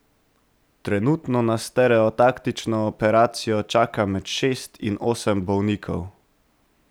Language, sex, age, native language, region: Slovenian, male, 18-29, Slovenian, Central Slovenia